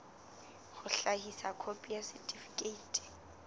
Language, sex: Southern Sotho, female